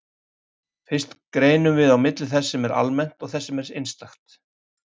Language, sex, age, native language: Icelandic, male, 50-59, Icelandic